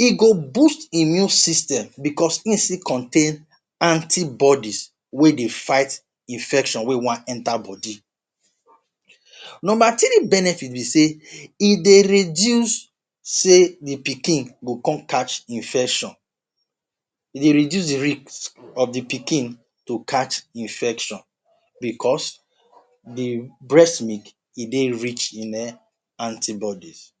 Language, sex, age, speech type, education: Nigerian Pidgin, male, 30-45, spontaneous, tertiary